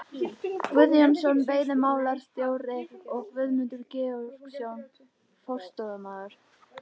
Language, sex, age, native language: Icelandic, other, 13, Icelandic